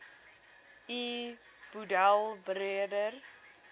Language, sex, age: Afrikaans, female, 19